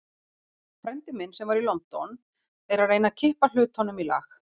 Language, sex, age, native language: Icelandic, female, 40-49, Icelandic